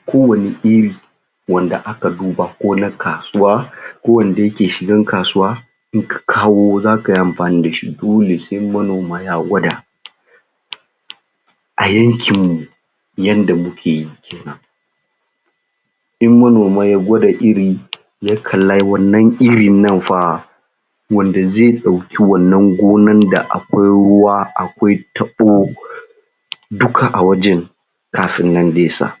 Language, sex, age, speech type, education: Hausa, male, 30-45, spontaneous, tertiary